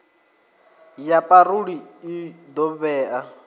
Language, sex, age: Venda, male, 23